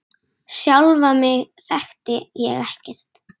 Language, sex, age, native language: Icelandic, female, 10, Icelandic